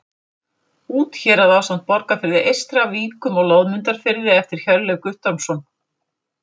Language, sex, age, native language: Icelandic, female, 50-59, Icelandic